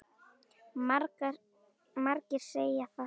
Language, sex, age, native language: Icelandic, female, 10, Icelandic